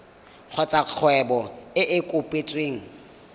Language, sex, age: Tswana, male, 19